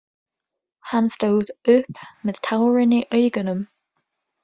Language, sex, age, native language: Icelandic, female, 20-29, English